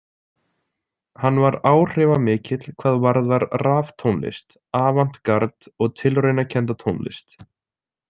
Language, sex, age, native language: Icelandic, male, 20-29, Icelandic